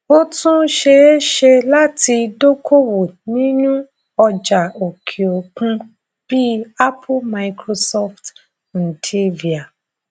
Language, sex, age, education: Yoruba, female, 30-45, tertiary